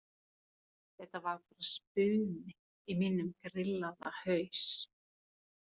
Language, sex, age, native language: Icelandic, female, 40-49, Finnish